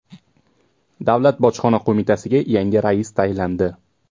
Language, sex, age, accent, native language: Uzbek, male, 18-24, Toshkent shahri, Uzbek